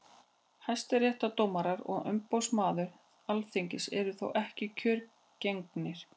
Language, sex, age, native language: Icelandic, female, 40-49, Icelandic